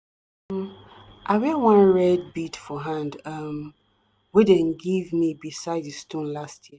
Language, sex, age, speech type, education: Nigerian Pidgin, female, 30-45, spontaneous, tertiary